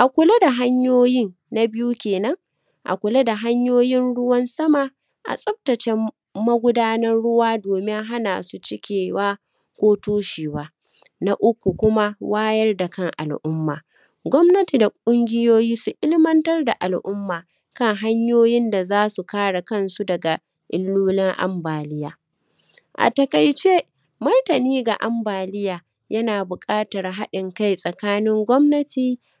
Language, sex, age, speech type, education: Hausa, female, 30-45, spontaneous, primary